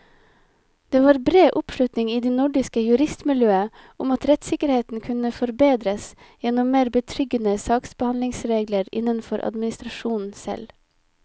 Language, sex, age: Norwegian, female, 25